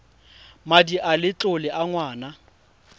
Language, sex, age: Tswana, male, 20